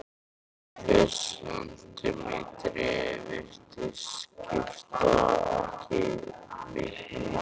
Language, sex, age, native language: Icelandic, male, 13, Icelandic